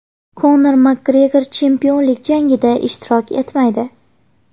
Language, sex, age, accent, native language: Uzbek, female, 18-24, Farg'ona, Uzbek